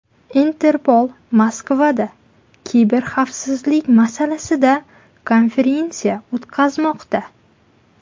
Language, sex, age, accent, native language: Uzbek, female, 18-24, Qashqadaryo, Uzbek